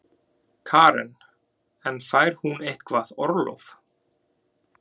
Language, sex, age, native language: Icelandic, male, 20-29, Icelandic